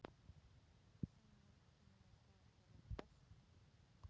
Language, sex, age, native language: Icelandic, female, 40-49, Polish